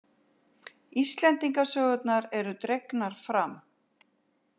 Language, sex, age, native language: Icelandic, female, 60-69, Icelandic